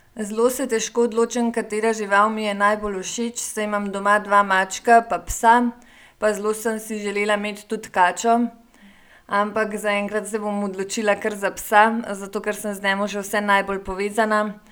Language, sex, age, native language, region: Slovenian, female, 18-29, Slovenian, Gorenjska region